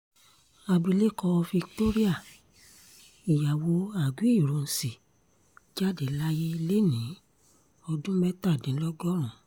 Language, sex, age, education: Yoruba, female, 30-45, tertiary